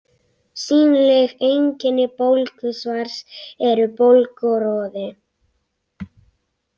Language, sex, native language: Icelandic, other, Icelandic